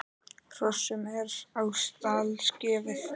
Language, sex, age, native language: Icelandic, male, 10, Icelandic